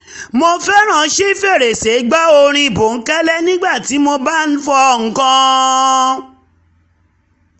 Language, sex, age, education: Yoruba, female, 30-45, tertiary